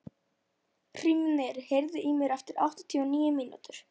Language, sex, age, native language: Icelandic, female, 11, Icelandic